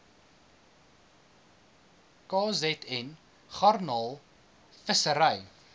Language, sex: Afrikaans, male